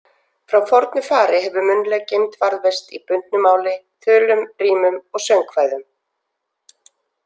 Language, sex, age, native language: Icelandic, female, 40-49, Icelandic